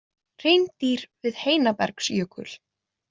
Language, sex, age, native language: Icelandic, female, 20-29, Icelandic